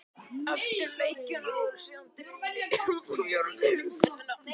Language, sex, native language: Icelandic, male, Icelandic